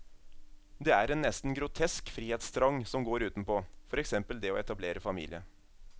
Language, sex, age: Norwegian, male, 27